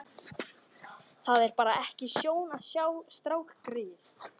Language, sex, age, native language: Icelandic, female, 13, Icelandic